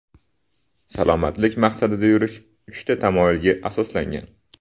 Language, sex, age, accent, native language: Uzbek, male, 25-34, Toshkent shahri, Uzbek